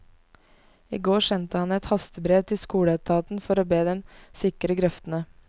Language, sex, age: Norwegian, female, 19